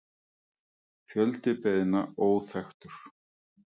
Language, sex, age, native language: Icelandic, female, 50-59, Icelandic